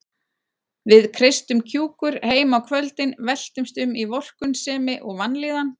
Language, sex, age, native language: Icelandic, female, 40-49, Icelandic